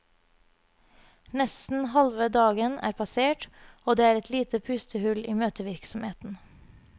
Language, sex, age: Norwegian, female, 30